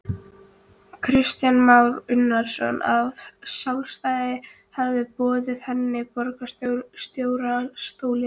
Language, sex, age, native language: Icelandic, female, 13, Icelandic